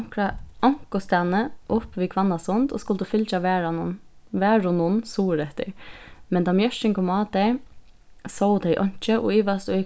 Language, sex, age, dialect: Faroese, female, 15-35, Suðurstreymoy